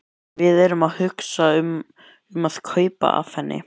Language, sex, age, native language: Icelandic, male, 11, Icelandic